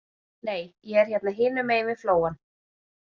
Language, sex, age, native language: Icelandic, female, 30-39, Icelandic